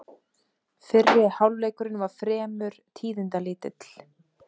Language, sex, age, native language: Icelandic, female, 30-39, Icelandic